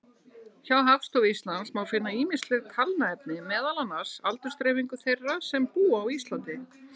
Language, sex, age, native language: Icelandic, female, 60-69, Icelandic